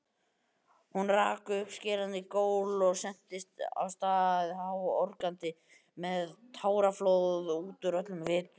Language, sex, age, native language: Icelandic, male, 18-19, Icelandic